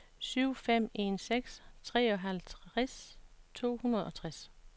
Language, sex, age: Danish, female, 56